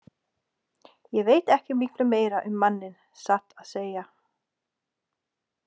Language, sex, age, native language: Icelandic, female, 40-49, Danish